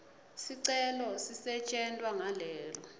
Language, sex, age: Swati, female, 22